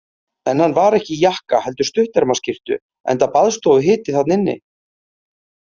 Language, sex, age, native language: Icelandic, male, 30-39, Icelandic